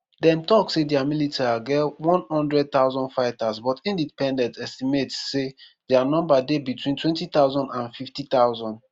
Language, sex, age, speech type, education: Nigerian Pidgin, female, 15-29, spontaneous, tertiary